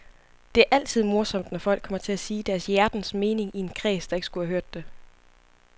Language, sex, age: Danish, female, 25